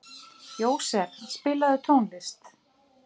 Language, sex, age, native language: Icelandic, female, 50-59, Icelandic